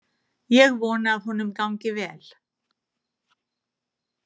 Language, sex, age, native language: Icelandic, female, 70-79, Icelandic